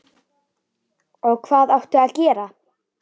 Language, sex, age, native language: Icelandic, female, 10, Icelandic